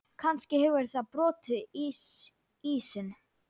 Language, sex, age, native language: Icelandic, female, 9, Icelandic